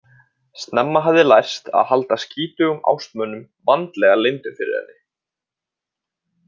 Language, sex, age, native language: Icelandic, male, 20-29, Icelandic